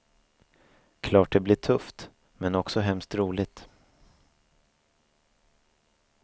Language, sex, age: Swedish, male, 24